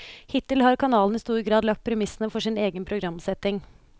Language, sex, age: Norwegian, female, 29